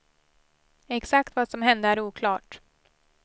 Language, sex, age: Swedish, female, 18